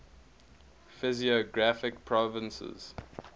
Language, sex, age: English, male, 21